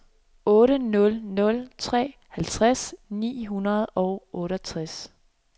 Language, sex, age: Danish, female, 26